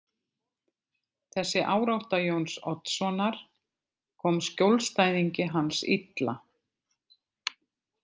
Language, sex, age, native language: Icelandic, female, 50-59, Icelandic